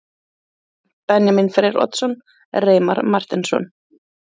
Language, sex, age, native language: Icelandic, female, 30-39, Icelandic